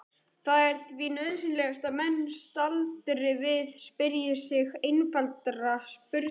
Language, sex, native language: Icelandic, male, Icelandic